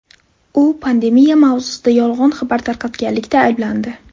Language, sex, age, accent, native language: Uzbek, female, 12-17, Navoiy, Uzbek